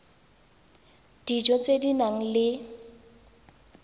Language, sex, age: Tswana, female, 19